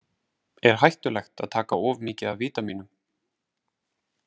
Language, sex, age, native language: Icelandic, male, 30-39, Icelandic